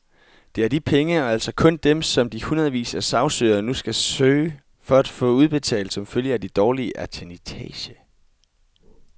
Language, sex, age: Danish, male, 22